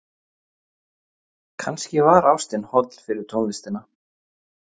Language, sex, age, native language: Icelandic, male, 30-39, Icelandic